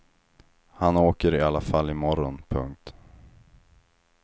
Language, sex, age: Swedish, male, 25